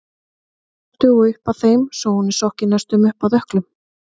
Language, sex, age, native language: Icelandic, female, 30-39, Icelandic